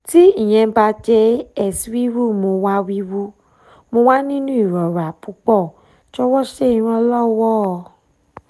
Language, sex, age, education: Yoruba, female, 15-29, tertiary